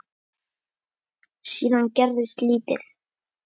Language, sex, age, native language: Icelandic, male, 10, Icelandic